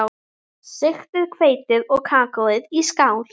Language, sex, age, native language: Icelandic, female, 11, Icelandic